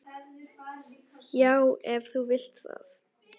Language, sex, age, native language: Icelandic, male, 10, Icelandic